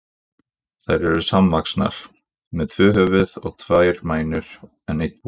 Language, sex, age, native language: Icelandic, male, 20-29, Icelandic